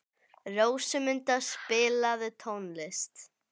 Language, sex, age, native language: Icelandic, female, 11, Icelandic